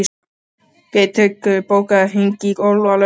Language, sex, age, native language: Icelandic, male, 12, Icelandic